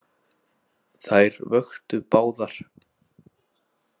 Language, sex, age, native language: Icelandic, male, 18-19, Icelandic